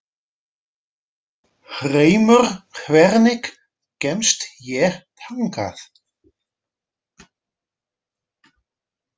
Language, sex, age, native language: Icelandic, male, 40-49, Dutch